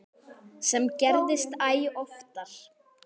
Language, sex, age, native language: Icelandic, female, 10, Icelandic